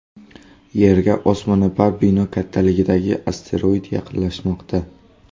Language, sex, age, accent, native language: Uzbek, male, 18-24, Buxoro, Uzbek